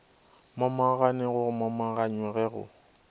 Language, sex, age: Northern Sotho, male, 24